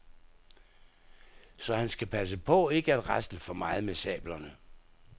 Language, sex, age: Danish, male, 67